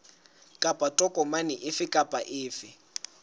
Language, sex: Southern Sotho, male